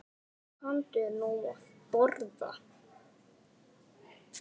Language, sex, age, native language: Icelandic, male, 6, Icelandic